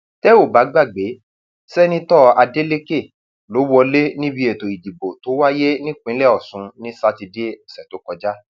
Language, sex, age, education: Yoruba, male, 30-45, tertiary